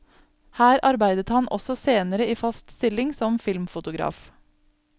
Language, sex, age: Norwegian, female, 27